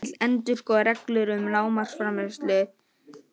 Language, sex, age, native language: Icelandic, male, 18-19, Icelandic